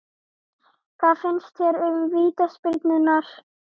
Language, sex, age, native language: Icelandic, female, 12, Icelandic